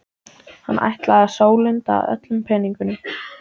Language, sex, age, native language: Icelandic, male, 14, Icelandic